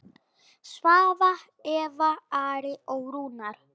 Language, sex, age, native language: Icelandic, male, 9, Icelandic